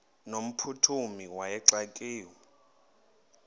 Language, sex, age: Xhosa, male, 21